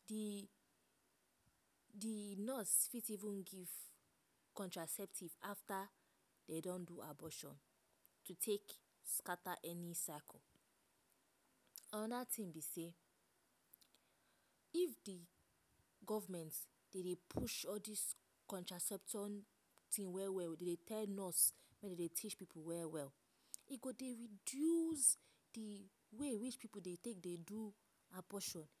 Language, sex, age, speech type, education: Nigerian Pidgin, female, 15-29, spontaneous, tertiary